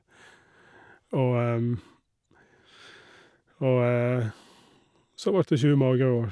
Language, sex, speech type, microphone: Norwegian, male, spontaneous, Shure